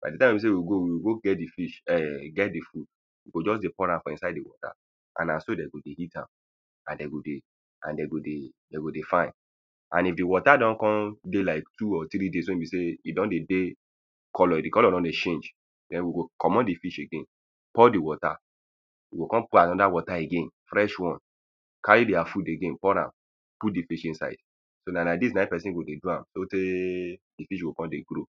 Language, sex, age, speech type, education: Nigerian Pidgin, male, 30-45, spontaneous, primary